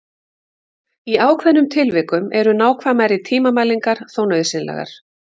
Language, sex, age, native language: Icelandic, female, 50-59, Icelandic